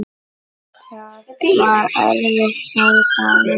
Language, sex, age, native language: Icelandic, female, 9, Icelandic